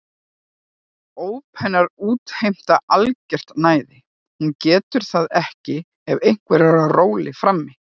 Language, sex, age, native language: Icelandic, female, 40-49, Icelandic